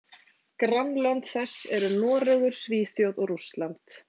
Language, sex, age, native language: Icelandic, female, 30-39, Icelandic